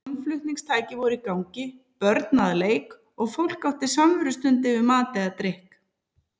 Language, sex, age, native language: Icelandic, female, 30-39, Icelandic